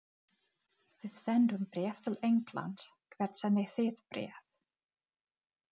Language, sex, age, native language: Icelandic, female, 40-49, Czech